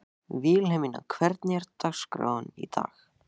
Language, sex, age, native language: Icelandic, male, 14, Icelandic